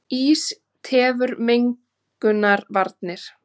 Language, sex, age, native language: Icelandic, female, 30-39, Icelandic